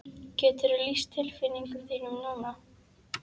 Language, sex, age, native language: Icelandic, female, 11, Icelandic